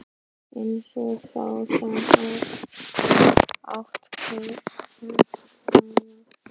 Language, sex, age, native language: Icelandic, male, 12, Icelandic